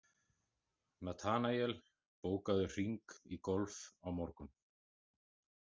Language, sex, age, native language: Icelandic, male, 40-49, Icelandic